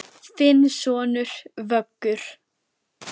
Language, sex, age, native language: Icelandic, female, 10, Icelandic